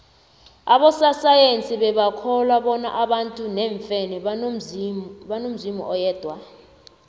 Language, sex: South Ndebele, female